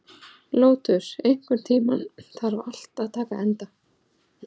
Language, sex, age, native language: Icelandic, female, 40-49, Icelandic